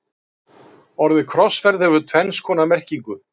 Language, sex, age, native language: Icelandic, male, 50-59, Icelandic